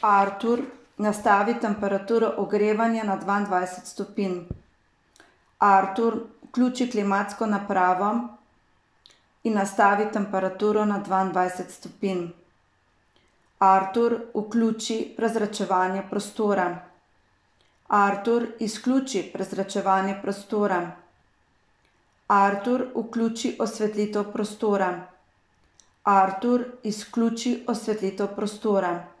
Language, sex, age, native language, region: Slovenian, female, 50-59, Slovenian, Savinja region